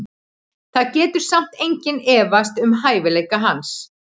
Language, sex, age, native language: Icelandic, female, 40-49, Icelandic